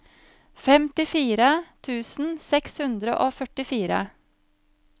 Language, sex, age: Norwegian, female, 35